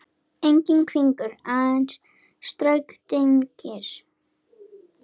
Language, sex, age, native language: Icelandic, female, 10, Icelandic